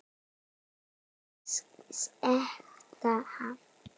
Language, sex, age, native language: Icelandic, female, 9, Icelandic